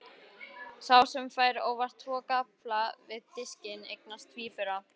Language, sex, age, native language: Icelandic, female, 18-19, Icelandic